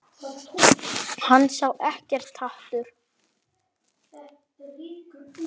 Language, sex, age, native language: Icelandic, male, 8, Icelandic